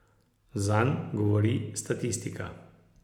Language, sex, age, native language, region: Slovenian, male, 60+, Slovenian, Posavska region